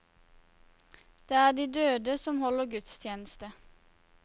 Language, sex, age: Norwegian, female, 21